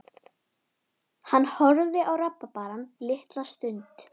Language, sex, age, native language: Icelandic, female, 11, Icelandic